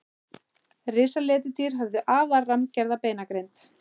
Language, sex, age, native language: Icelandic, male, 18-19, Icelandic